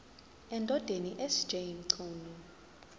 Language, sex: Zulu, female